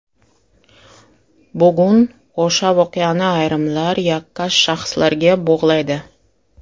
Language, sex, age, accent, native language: Uzbek, female, 35+, Toshkent shahri, Russian